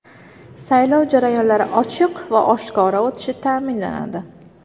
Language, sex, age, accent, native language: Uzbek, female, 19-29, Navoiy, Uzbek